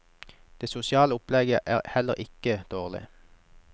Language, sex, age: Norwegian, male, 21